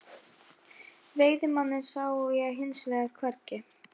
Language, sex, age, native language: Icelandic, female, 11, Icelandic